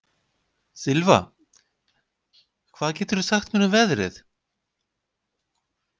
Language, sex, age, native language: Icelandic, male, 50-59, Icelandic